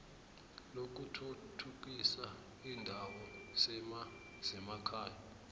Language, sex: South Ndebele, male